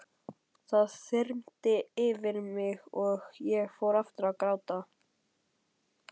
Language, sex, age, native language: Icelandic, male, 12, Icelandic